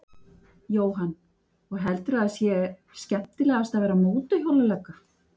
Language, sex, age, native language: Icelandic, female, 50-59, Icelandic